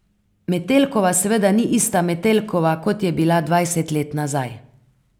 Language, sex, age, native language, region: Slovenian, female, 50-59, Slovenian, Carinthia region